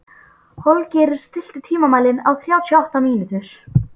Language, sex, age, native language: Icelandic, female, 12, Polish